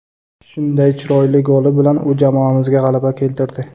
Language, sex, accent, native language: Uzbek, male, Toshkent viloyati, Uzbek